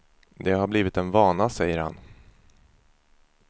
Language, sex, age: Swedish, male, 24